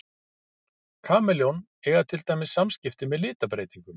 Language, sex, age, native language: Icelandic, male, 50-59, Icelandic